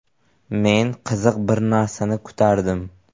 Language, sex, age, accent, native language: Uzbek, male, 18-24, Buxoro, Uzbek